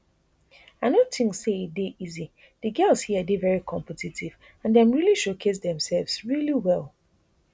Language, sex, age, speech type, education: Nigerian Pidgin, female, 30-45, spontaneous, tertiary